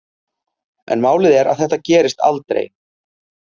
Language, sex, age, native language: Icelandic, male, 30-39, Icelandic